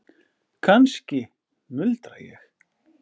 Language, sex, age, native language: Icelandic, male, 40-49, Icelandic